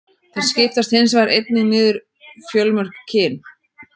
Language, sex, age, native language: Icelandic, female, 30-39, Icelandic